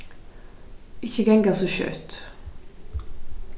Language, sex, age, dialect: Faroese, female, 15-35, Vágar